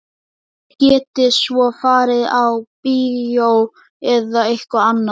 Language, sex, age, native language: Icelandic, male, 11, Icelandic